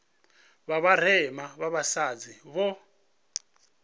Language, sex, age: Venda, male, 37